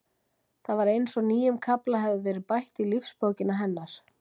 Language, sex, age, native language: Icelandic, female, 40-49, Icelandic